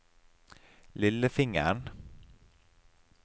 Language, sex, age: Norwegian, male, 30